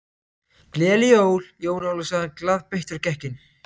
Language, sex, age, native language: Icelandic, other, 18-19, Icelandic